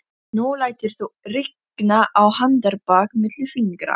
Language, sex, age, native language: Icelandic, female, 11, Icelandic